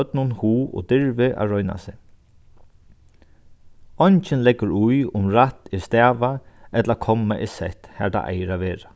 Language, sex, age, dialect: Faroese, male, 36-60, Sandoy